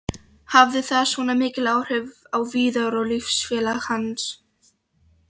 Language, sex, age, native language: Icelandic, female, 13, Polish